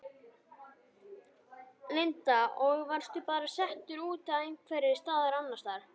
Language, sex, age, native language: Icelandic, male, 11, Icelandic